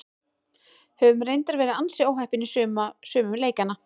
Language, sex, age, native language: Icelandic, female, 18-19, Icelandic